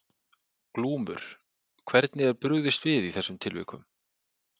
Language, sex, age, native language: Icelandic, male, 40-49, Icelandic